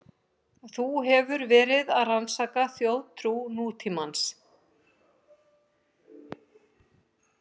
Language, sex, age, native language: Icelandic, female, 50-59, Icelandic